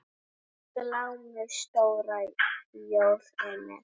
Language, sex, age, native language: Icelandic, female, 9, Icelandic